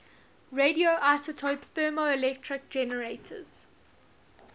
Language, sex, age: English, female, 19